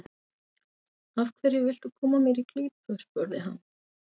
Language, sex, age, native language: Icelandic, female, 40-49, Icelandic